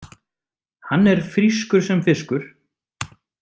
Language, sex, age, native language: Icelandic, male, 30-39, Icelandic